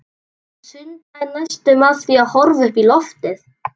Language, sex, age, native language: Icelandic, male, 11, Icelandic